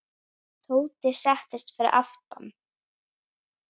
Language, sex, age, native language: Icelandic, female, 8, Icelandic